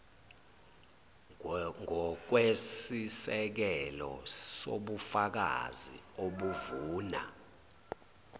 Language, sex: Zulu, male